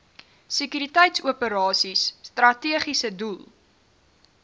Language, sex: Afrikaans, female